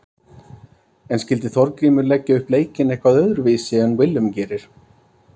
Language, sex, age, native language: Icelandic, male, 30-39, Icelandic